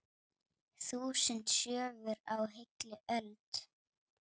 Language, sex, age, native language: Icelandic, male, 8, Icelandic